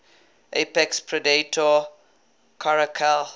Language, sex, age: English, male, 21